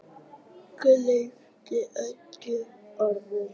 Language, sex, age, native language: Icelandic, female, 9, Icelandic